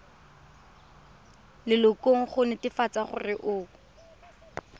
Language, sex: Tswana, female